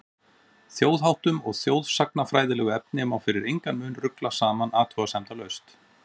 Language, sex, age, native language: Icelandic, male, 40-49, Icelandic